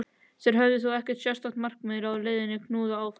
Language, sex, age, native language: Icelandic, male, 13, Icelandic